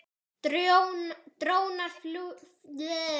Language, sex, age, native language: Icelandic, female, 10, Icelandic